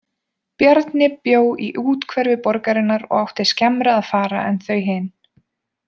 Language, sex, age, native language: Icelandic, female, 20-29, Icelandic